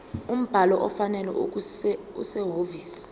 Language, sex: Zulu, female